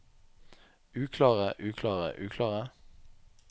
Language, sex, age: Norwegian, male, 44